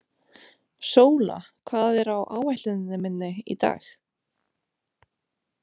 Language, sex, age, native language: Icelandic, female, 30-39, Romanian